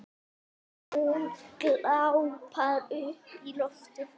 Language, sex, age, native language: Icelandic, female, 9, Icelandic